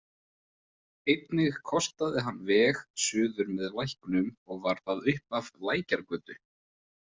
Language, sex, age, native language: Icelandic, male, 20-29, Icelandic